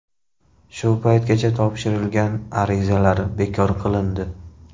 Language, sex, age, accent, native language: Uzbek, male, 18-24, Qashqadaryo, Uzbek